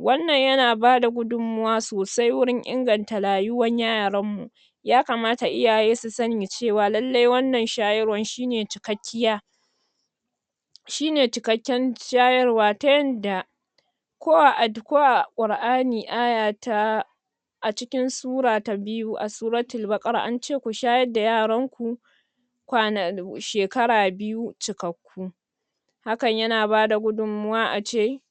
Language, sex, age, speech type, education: Hausa, female, 60+, spontaneous, secondary